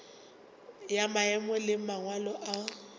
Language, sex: Northern Sotho, female